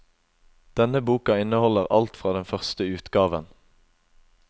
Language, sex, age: Norwegian, male, 21